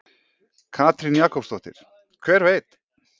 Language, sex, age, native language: Icelandic, male, 40-49, Icelandic